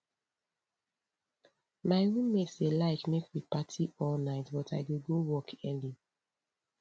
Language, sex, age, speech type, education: Nigerian Pidgin, female, 15-29, spontaneous, tertiary